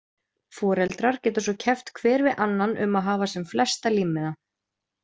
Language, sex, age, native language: Icelandic, female, 20-29, Icelandic